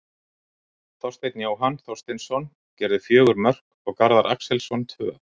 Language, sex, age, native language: Icelandic, male, 60-69, Icelandic